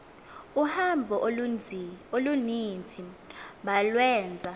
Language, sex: Xhosa, female